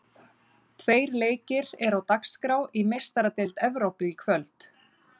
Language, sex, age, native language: Icelandic, female, 30-39, Icelandic